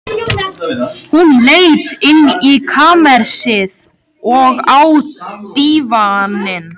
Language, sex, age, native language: Icelandic, male, 13, Icelandic